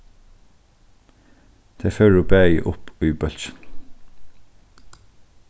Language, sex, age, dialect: Faroese, male, 15-35, Norðurstreymoy/Eysturoy